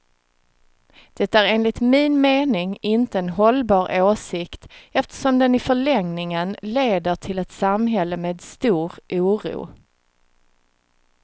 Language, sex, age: Swedish, female, 36